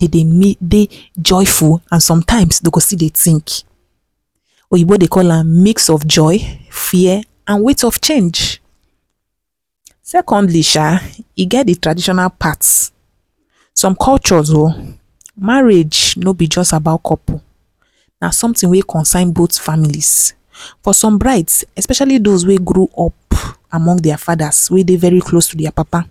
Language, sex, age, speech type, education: Nigerian Pidgin, female, 15-29, spontaneous, tertiary